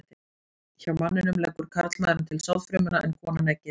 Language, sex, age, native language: Icelandic, female, 40-49, Icelandic